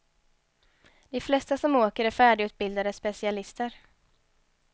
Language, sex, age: Swedish, female, 23